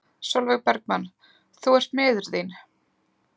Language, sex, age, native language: Icelandic, female, 20-29, Icelandic